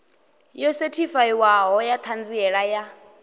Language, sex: Venda, male